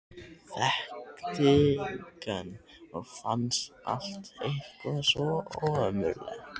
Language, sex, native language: Icelandic, other, Thai